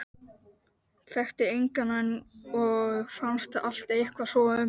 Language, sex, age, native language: Icelandic, male, 12, Icelandic